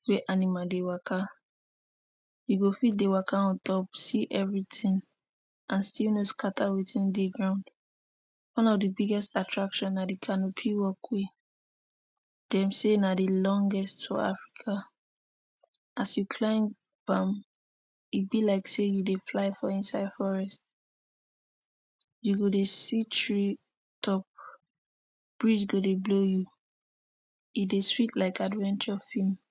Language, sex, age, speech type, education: Nigerian Pidgin, female, 15-29, spontaneous, tertiary